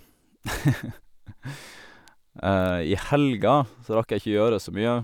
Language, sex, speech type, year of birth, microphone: Norwegian, male, spontaneous, 1987, Sennheiser